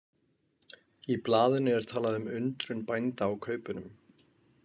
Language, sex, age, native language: Icelandic, male, 20-29, Icelandic